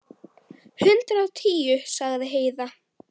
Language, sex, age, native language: Icelandic, female, 10, Icelandic